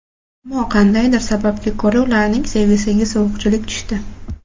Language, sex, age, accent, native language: Uzbek, female, under 19, Toshkent shahri, Uzbek